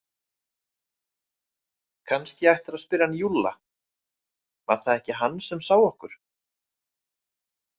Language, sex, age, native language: Icelandic, male, 30-39, Icelandic